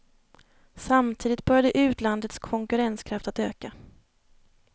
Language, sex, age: Swedish, female, 30